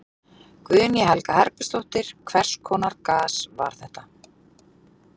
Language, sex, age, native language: Icelandic, female, 40-49, Icelandic